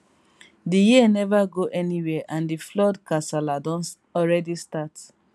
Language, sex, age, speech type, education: Nigerian Pidgin, female, 15-29, spontaneous, tertiary